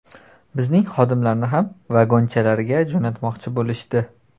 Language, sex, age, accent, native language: Uzbek, male, 18-24, Toshkent shahri, Uzbek